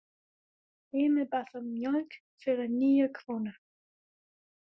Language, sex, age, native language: Icelandic, female, 20-29, German